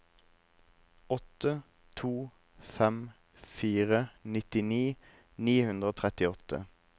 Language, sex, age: Norwegian, male, 26